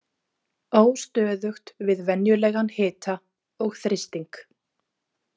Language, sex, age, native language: Icelandic, female, 30-39, Icelandic